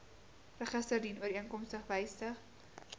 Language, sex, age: Afrikaans, female, 18